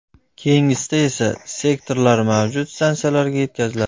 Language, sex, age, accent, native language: Uzbek, male, 18-24, Namangan, Uzbek